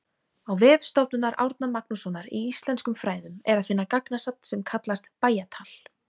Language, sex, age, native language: Icelandic, female, 17, Icelandic